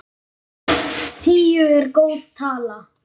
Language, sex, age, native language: Icelandic, male, 9, Icelandic